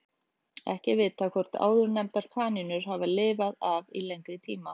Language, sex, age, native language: Icelandic, female, 40-49, Icelandic